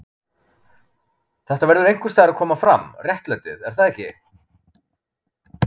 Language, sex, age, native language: Icelandic, male, 30-39, Icelandic